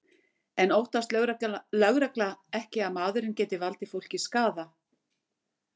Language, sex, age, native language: Icelandic, female, 60-69, Icelandic